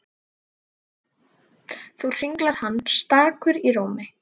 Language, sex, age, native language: Icelandic, other, 12, Icelandic